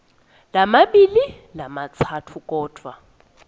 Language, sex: Swati, female